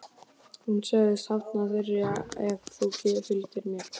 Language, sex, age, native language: Icelandic, male, 12, Icelandic